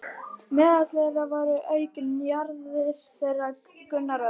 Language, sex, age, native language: Icelandic, female, 11, Icelandic